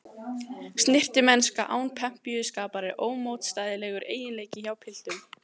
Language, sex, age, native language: Icelandic, other, 14, Icelandic